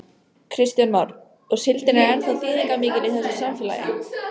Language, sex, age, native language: Icelandic, female, 14, Icelandic